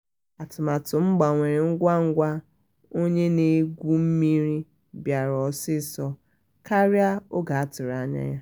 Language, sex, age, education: Igbo, female, 30-45, tertiary